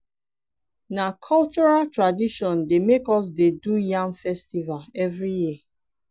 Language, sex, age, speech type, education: Nigerian Pidgin, female, 15-29, spontaneous, tertiary